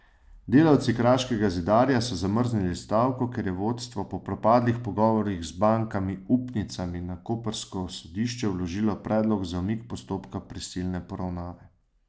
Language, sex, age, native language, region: Slovenian, male, 30-49, Slovenian, Savinja region